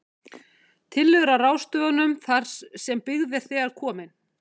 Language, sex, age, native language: Icelandic, female, 50-59, Icelandic